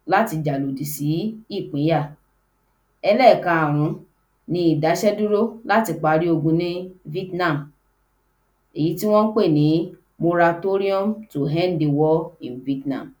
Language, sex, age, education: Yoruba, female, 15-29, tertiary